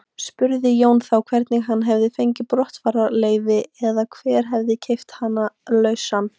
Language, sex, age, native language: Icelandic, female, 18-19, Icelandic